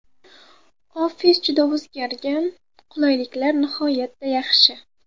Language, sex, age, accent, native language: Uzbek, female, 18-24, Samarqand, Uzbek